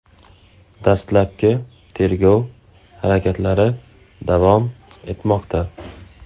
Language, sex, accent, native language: Uzbek, male, Andijon, Uzbek